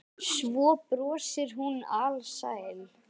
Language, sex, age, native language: Icelandic, male, 10, Icelandic